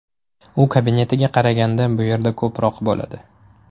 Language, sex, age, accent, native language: Uzbek, male, 18-24, Toshkent shahri, Uzbek